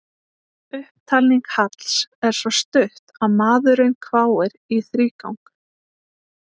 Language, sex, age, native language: Icelandic, female, 20-29, Icelandic